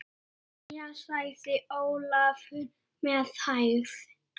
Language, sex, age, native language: Icelandic, male, 6, Icelandic